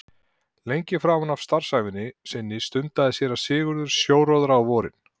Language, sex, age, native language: Icelandic, male, 40-49, Icelandic